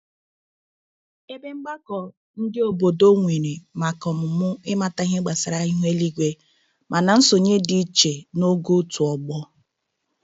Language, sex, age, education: Igbo, female, 30-45, tertiary